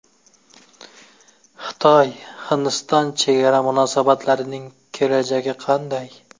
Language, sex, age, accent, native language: Uzbek, male, 25-34, Jizzax, Uzbek